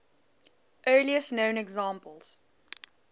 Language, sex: English, female